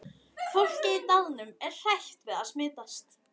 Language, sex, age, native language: Icelandic, female, 11, Icelandic